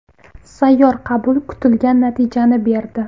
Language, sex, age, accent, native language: Uzbek, female, 19-29, Farg'ona, Uzbek